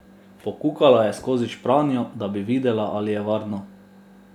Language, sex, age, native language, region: Slovenian, male, 30-49, Slovenian, Drava region